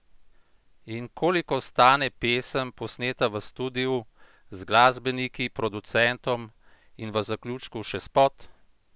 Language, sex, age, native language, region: Slovenian, male, 50-59, Slovenian, Central Slovenia